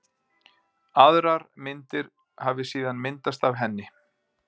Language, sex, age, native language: Icelandic, male, 50-59, Icelandic